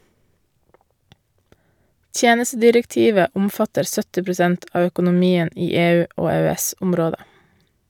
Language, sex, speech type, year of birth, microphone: Norwegian, female, read, 1988, Shure